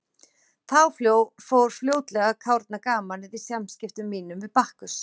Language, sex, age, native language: Icelandic, female, 40-49, Icelandic